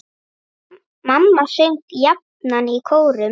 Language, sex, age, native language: Icelandic, female, 9, Icelandic